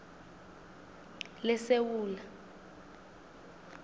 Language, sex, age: South Ndebele, female, 20